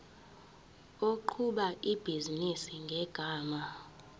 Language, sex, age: Zulu, female, 18